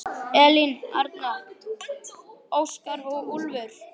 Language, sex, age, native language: Icelandic, male, 9, Icelandic